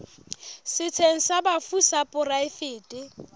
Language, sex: Southern Sotho, female